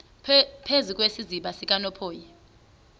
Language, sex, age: Xhosa, female, 33